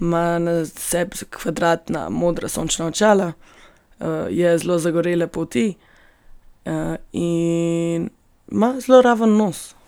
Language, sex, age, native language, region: Slovenian, female, 18-29, Slovenian, Gorenjska region